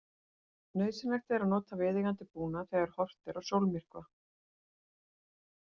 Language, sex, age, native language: Icelandic, female, 40-49, Icelandic